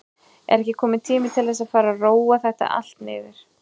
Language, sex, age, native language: Icelandic, female, 30-39, Icelandic